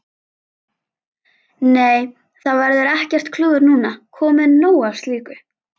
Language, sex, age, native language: Icelandic, female, 11, Icelandic